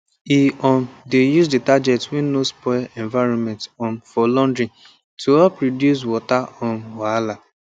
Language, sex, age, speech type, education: Nigerian Pidgin, male, 15-29, spontaneous, tertiary